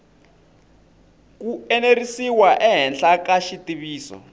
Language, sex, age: Tsonga, male, 25